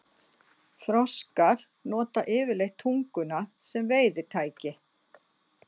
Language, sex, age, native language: Icelandic, female, 60-69, Icelandic